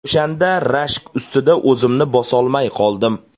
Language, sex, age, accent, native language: Uzbek, male, 25-34, Namangan, Uzbek